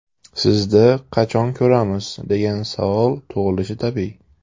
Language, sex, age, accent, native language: Uzbek, male, 18-24, Samarqand, Uzbek